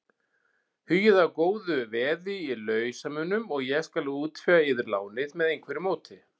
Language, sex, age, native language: Icelandic, male, 40-49, Icelandic